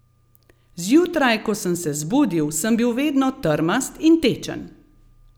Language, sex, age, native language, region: Slovenian, female, 50-59, Slovenian, Gorenjska region